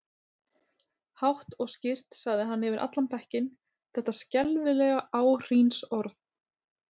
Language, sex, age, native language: Icelandic, female, 30-39, Icelandic